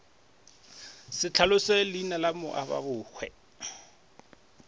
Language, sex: Northern Sotho, male